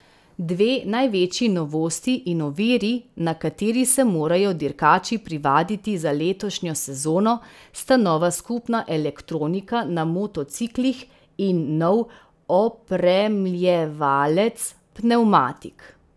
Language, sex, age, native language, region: Slovenian, female, 30-49, Slovenian, Central Slovenia